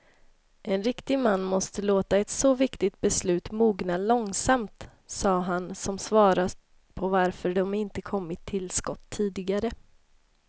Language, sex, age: Swedish, female, 26